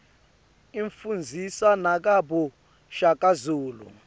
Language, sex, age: Swati, male, 22